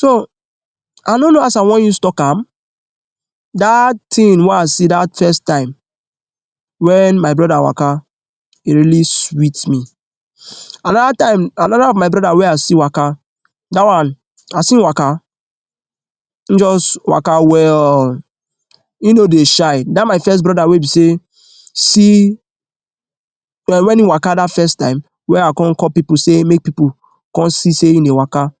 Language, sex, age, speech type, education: Nigerian Pidgin, male, 15-29, spontaneous, tertiary